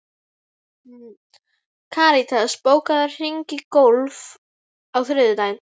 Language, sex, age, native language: Icelandic, female, 11, Icelandic